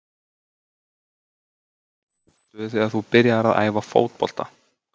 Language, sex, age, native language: Icelandic, male, 20-29, Icelandic